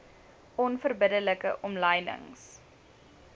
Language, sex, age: Afrikaans, female, 20